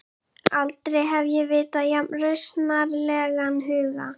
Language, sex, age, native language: Icelandic, female, 11, Icelandic